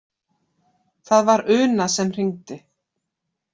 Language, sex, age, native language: Icelandic, female, 40-49, Icelandic